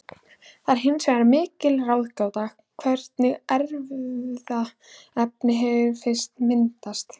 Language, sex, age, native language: Icelandic, female, 16, Icelandic